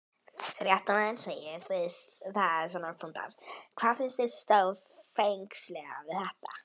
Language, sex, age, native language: Icelandic, female, 12, Icelandic